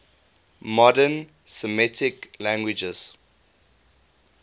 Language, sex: English, male